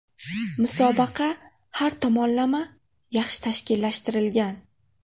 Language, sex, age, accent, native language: Uzbek, female, 18-24, Navoiy, Uzbek